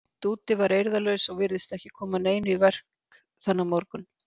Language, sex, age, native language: Icelandic, female, 50-59, Icelandic